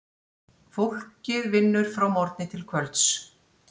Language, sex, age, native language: Icelandic, female, 60-69, Icelandic